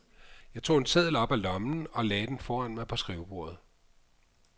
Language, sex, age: Danish, male, 55